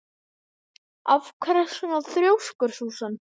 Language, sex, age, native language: Icelandic, male, 11, Icelandic